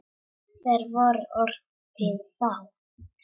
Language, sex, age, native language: Icelandic, female, 7, Czech